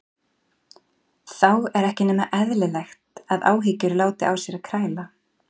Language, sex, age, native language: Icelandic, female, 40-49, Icelandic